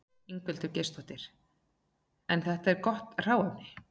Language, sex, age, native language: Icelandic, female, 40-49, Icelandic